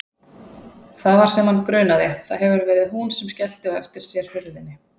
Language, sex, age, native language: Icelandic, female, 20-29, Icelandic